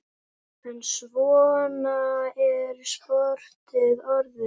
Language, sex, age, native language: Icelandic, male, 10, Icelandic